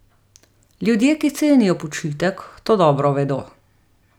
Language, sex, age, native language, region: Slovenian, female, 30-49, Slovenian, Gorica region